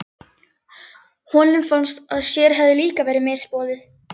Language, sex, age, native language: Icelandic, female, 11, Icelandic